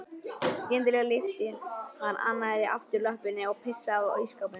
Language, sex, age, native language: Icelandic, male, 11, Icelandic